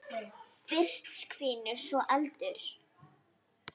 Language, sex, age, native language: Icelandic, female, 9, Icelandic